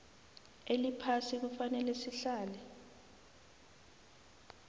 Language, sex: South Ndebele, female